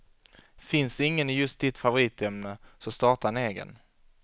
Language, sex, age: Swedish, male, 25